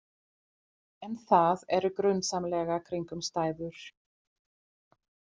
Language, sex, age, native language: Icelandic, female, 40-49, German